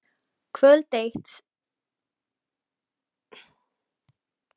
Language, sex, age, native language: Icelandic, female, 12, Icelandic